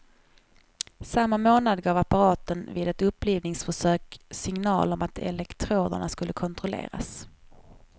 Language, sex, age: Swedish, female, 21